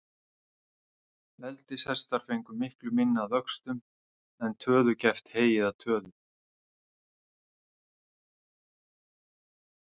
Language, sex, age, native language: Icelandic, male, 30-39, Icelandic